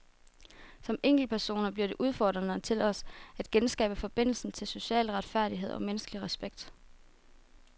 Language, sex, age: Danish, female, 24